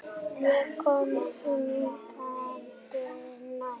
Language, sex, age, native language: Icelandic, female, 8, Icelandic